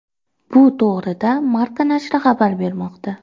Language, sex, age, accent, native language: Uzbek, female, 25-34, Namangan, Uzbek